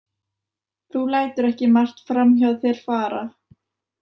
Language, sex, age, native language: Icelandic, female, 20-29, Icelandic